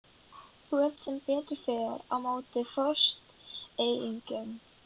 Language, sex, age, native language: Icelandic, female, 11, Icelandic